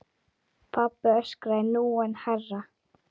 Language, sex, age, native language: Icelandic, female, 8, Icelandic